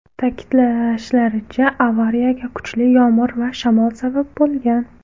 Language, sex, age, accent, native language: Uzbek, female, 19-29, Farg'ona, Uzbek